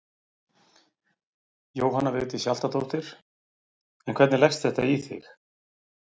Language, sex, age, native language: Icelandic, male, 40-49, Icelandic